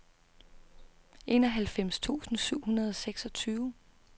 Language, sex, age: Danish, female, 32